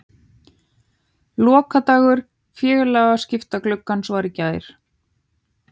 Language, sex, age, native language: Icelandic, female, 30-39, Icelandic